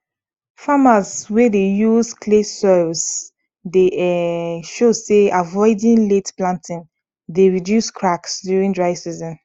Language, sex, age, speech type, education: Nigerian Pidgin, female, 15-29, spontaneous, tertiary